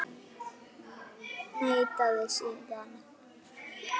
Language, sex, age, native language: Icelandic, male, 8, Icelandic